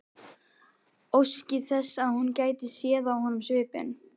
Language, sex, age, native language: Icelandic, male, 11, Icelandic